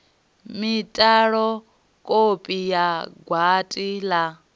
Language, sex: Venda, female